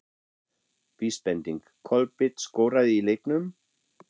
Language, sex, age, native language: Icelandic, male, 40-49, German